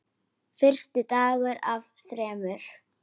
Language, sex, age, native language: Icelandic, female, 10, Icelandic